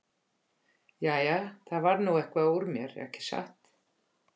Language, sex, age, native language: Icelandic, female, 50-59, Icelandic